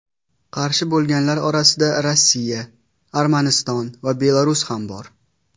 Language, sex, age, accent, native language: Uzbek, male, 19-29, Farg'ona, Uzbek